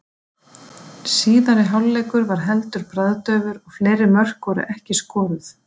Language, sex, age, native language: Icelandic, female, 40-49, Icelandic